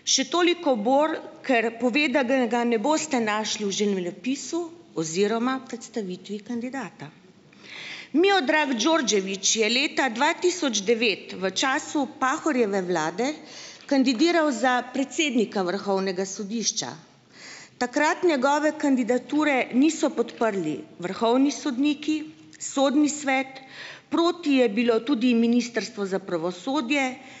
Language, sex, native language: Slovenian, male, Slovenian